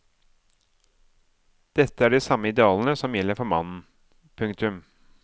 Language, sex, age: Norwegian, male, 37